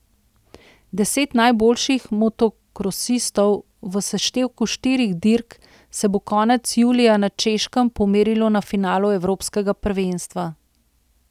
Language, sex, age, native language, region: Slovenian, female, 30-49, Slovenian, Central Slovenia